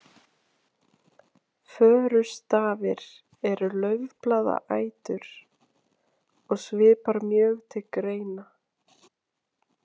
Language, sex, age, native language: Icelandic, female, 20-29, Icelandic